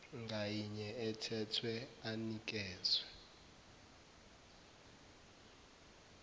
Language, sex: Zulu, male